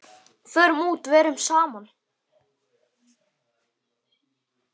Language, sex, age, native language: Icelandic, male, 9, Icelandic